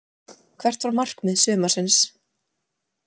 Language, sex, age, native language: Icelandic, female, 20-29, Icelandic